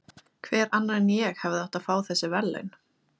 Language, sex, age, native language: Icelandic, female, 20-29, Icelandic